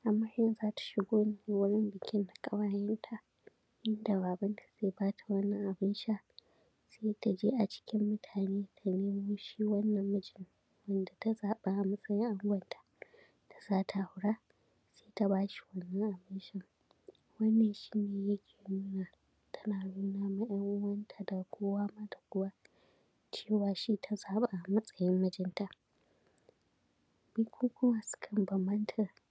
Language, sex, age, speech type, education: Hausa, female, 15-29, spontaneous, secondary